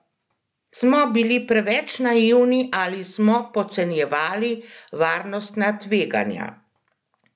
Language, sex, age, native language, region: Slovenian, female, 50-59, Slovenian, Central Slovenia